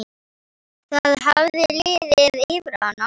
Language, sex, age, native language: Icelandic, female, 10, Icelandic